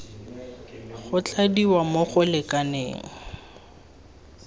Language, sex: Tswana, male